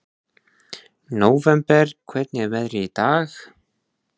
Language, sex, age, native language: Icelandic, male, 20-29, Icelandic